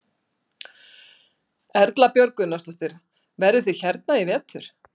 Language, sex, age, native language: Icelandic, female, 60-69, Icelandic